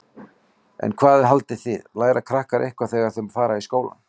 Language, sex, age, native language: Icelandic, male, 40-49, Icelandic